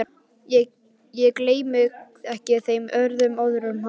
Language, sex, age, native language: Icelandic, male, 11, Icelandic